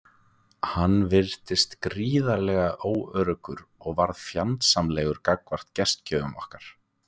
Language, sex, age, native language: Icelandic, male, 20-29, Icelandic